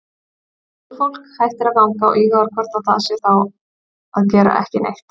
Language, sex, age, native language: Icelandic, female, 30-39, Icelandic